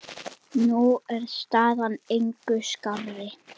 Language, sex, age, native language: Icelandic, male, 8, Icelandic